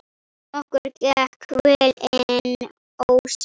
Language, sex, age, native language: Icelandic, female, 10, Icelandic